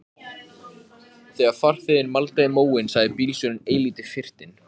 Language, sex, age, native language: Icelandic, male, 14, Icelandic